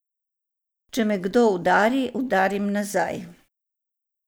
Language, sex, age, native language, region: Slovenian, female, 60+, Croatian, Savinja region